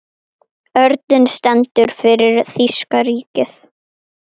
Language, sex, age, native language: Icelandic, female, 9, Icelandic